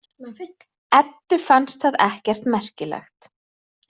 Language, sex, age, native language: Icelandic, female, 30-39, Icelandic